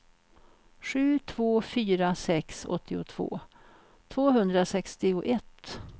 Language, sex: Swedish, female